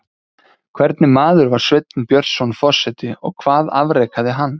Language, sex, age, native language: Icelandic, male, 30-39, Icelandic